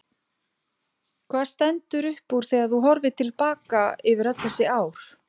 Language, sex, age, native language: Icelandic, female, 50-59, Icelandic